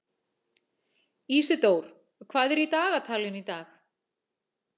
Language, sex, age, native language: Icelandic, female, 40-49, Icelandic